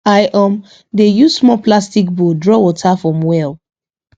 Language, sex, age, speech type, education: Nigerian Pidgin, female, 15-29, spontaneous, tertiary